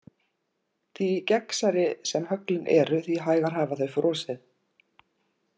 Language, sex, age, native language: Icelandic, female, 40-49, Icelandic